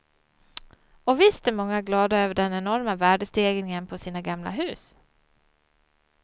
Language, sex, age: Swedish, female, 34